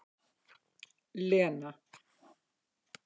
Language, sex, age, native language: Icelandic, female, 50-59, Icelandic